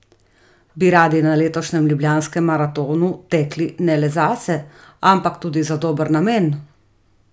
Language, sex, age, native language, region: Slovenian, female, 30-49, Slovenian, Gorica region